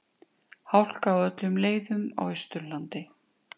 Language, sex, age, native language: Icelandic, female, 50-59, Icelandic